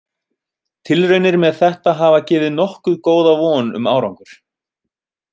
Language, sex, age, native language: Icelandic, male, 30-39, Icelandic